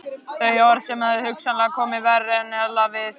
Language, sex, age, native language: Icelandic, male, 14, Icelandic